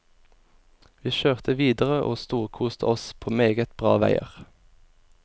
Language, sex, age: Norwegian, male, 24